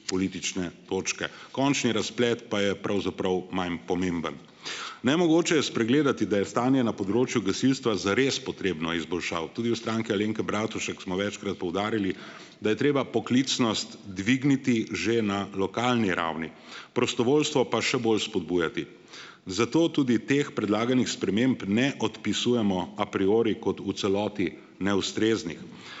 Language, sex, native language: Slovenian, male, Slovenian